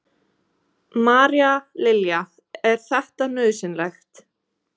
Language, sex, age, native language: Icelandic, female, 20-29, Icelandic